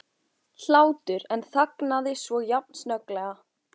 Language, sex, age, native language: Icelandic, female, 14, Icelandic